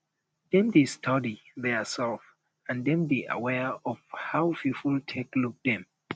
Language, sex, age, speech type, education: Nigerian Pidgin, male, 15-29, spontaneous, tertiary